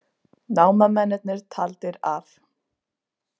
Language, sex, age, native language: Icelandic, female, 20-29, Icelandic